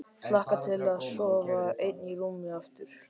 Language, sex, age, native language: Icelandic, male, 13, Icelandic